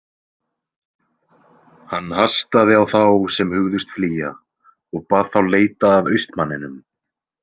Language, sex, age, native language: Icelandic, male, 20-29, Icelandic